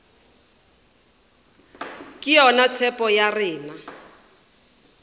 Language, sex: Northern Sotho, female